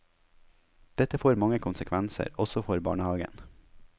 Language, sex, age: Norwegian, male, 21